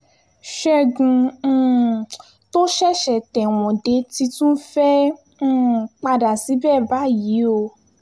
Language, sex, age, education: Yoruba, female, 15-29, tertiary